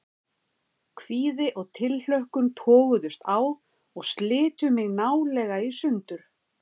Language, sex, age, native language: Icelandic, female, 50-59, Icelandic